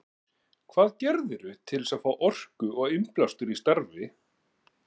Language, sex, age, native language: Icelandic, male, 40-49, Icelandic